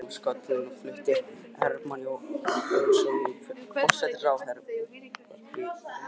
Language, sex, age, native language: Icelandic, male, 20-29, Icelandic